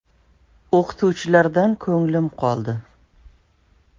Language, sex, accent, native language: Uzbek, female, Toshkent shahri, Uzbek